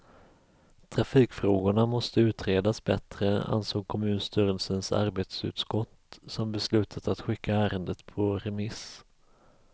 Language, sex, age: Swedish, male, 34